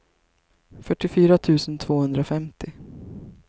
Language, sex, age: Swedish, female, 33